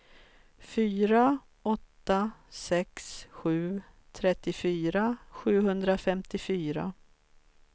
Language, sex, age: Swedish, female, 44